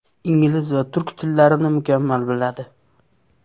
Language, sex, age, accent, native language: Uzbek, male, 18-24, Namangan, Uzbek